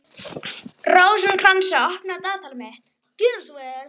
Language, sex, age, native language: Icelandic, female, 11, Icelandic